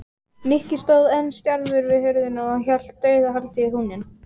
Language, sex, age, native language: Icelandic, female, 18-19, Icelandic